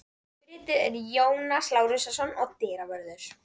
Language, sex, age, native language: Icelandic, female, 14, Icelandic